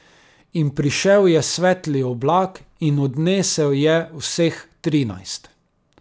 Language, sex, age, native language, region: Slovenian, male, 30-49, Slovenian, Carinthia region